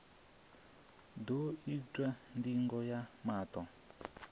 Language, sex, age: Venda, male, 27